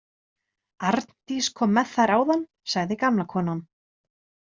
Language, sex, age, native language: Icelandic, female, 30-39, Icelandic